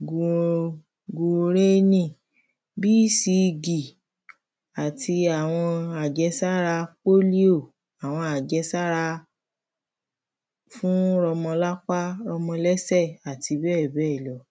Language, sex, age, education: Yoruba, female, 30-45, primary